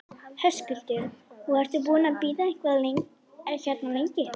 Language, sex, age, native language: Icelandic, female, 11, Icelandic